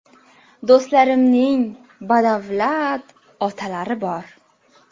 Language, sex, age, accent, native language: Uzbek, female, 25-34, Navoiy, Uzbek